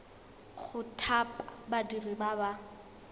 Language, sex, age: Tswana, female, 21